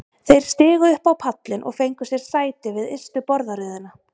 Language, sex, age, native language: Icelandic, female, 30-39, Icelandic